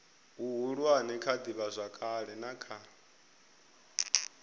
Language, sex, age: Venda, male, 22